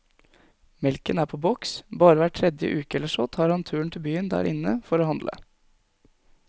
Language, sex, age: Norwegian, male, 20